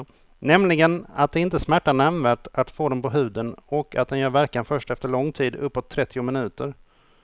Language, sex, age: Swedish, male, 28